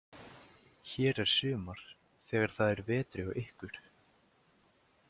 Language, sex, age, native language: Icelandic, male, 18-19, Icelandic